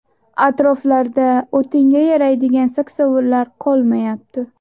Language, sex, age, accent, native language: Uzbek, female, 18-24, Toshkent shahri, Uzbek